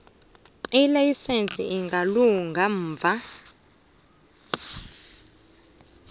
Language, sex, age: South Ndebele, female, 22